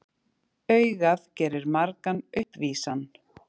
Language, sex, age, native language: Icelandic, female, 30-39, Icelandic